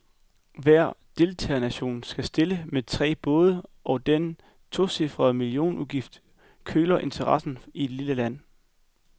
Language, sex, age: Danish, male, 21